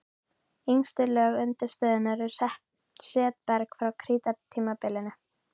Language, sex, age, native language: Icelandic, female, 13, Icelandic